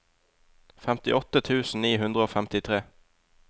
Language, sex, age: Norwegian, male, 20